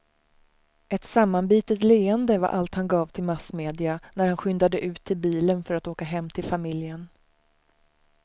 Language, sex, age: Swedish, female, 35